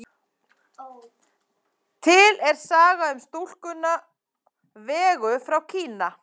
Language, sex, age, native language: Icelandic, female, 30-39, Icelandic